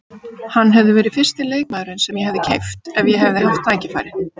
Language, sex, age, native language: Icelandic, female, 50-59, Icelandic